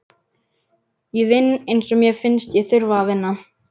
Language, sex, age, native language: Icelandic, male, 11, Icelandic